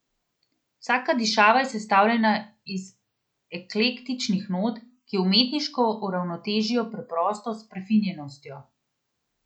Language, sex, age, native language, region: Slovenian, female, 30-49, Slovenian, Central Slovenia